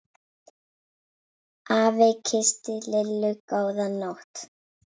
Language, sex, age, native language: Icelandic, female, 8, Icelandic